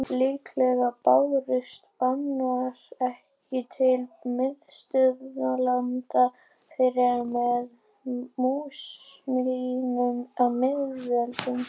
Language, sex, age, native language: Icelandic, female, 18-19, Icelandic